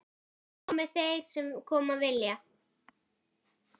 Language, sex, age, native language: Icelandic, female, 10, Icelandic